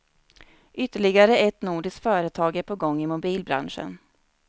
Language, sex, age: Swedish, female, 29